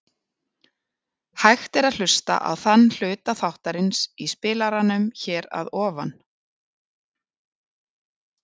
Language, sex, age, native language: Icelandic, female, 40-49, Icelandic